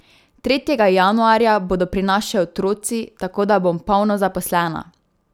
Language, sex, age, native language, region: Slovenian, female, 18-29, Slovenian, Drava region